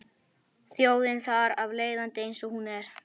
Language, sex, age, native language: Icelandic, male, 11, Icelandic